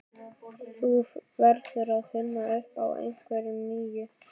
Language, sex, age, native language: Icelandic, male, 12, Icelandic